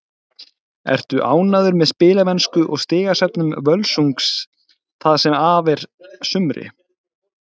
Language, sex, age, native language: Icelandic, male, 20-29, Icelandic